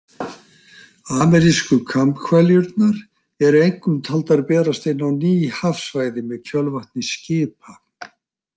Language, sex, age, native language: Icelandic, male, 60-69, Icelandic